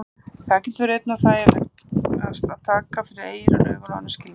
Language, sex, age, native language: Icelandic, female, 50-59, Icelandic